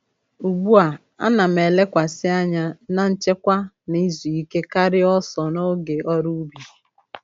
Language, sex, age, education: Igbo, female, 30-45, tertiary